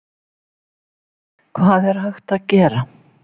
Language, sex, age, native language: Icelandic, female, 70-79, Icelandic